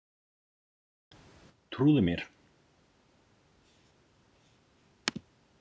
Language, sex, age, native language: Icelandic, male, 40-49, Icelandic